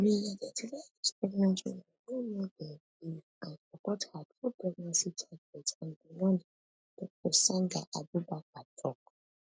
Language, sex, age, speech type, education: Nigerian Pidgin, female, 15-29, spontaneous, tertiary